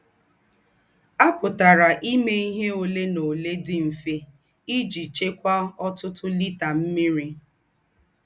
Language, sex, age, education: Igbo, female, 30-45, tertiary